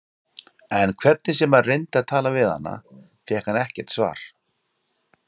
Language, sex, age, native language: Icelandic, male, 40-49, Icelandic